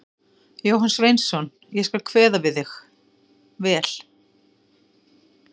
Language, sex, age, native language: Icelandic, female, 50-59, Icelandic